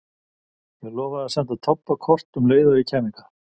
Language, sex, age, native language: Icelandic, male, 50-59, Icelandic